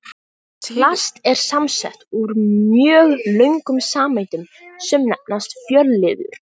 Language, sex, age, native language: Icelandic, female, 18-19, Icelandic